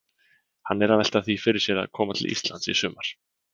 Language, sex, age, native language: Icelandic, male, 20-29, Icelandic